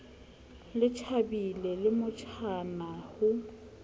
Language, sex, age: Southern Sotho, female, 35